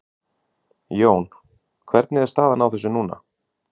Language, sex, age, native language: Icelandic, male, 30-39, Icelandic